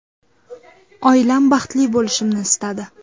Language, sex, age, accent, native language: Uzbek, female, under 19, Toshkent viloyati, Uzbek